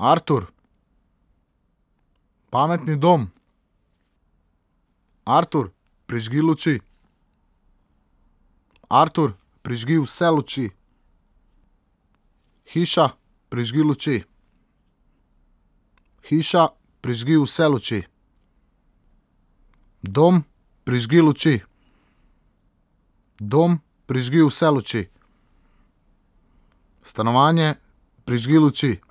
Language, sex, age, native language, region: Slovenian, male, 18-29, Slovenian, Southeast Slovenia